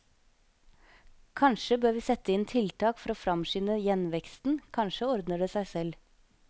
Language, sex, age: Norwegian, female, 25